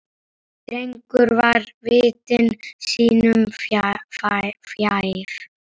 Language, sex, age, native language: Icelandic, male, 8, Icelandic